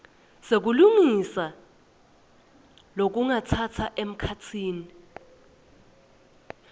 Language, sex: Swati, female